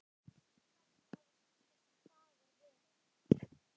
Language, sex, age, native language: Icelandic, male, 10, Icelandic